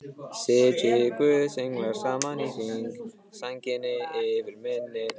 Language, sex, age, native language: Icelandic, male, 15, Icelandic